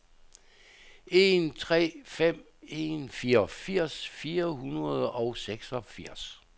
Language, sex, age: Danish, male, 67